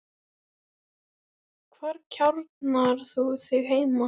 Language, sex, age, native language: Icelandic, female, 10, Icelandic